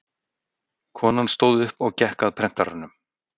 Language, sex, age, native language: Icelandic, male, 60-69, Icelandic